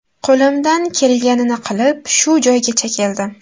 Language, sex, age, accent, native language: Uzbek, female, 18-24, Buxoro, Uzbek